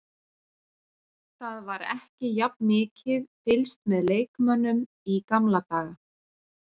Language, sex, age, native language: Icelandic, female, 40-49, Icelandic